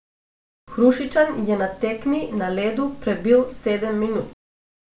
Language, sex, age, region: Slovenian, female, 18-29, Abroad